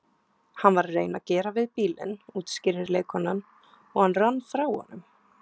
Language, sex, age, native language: Icelandic, female, 20-29, Icelandic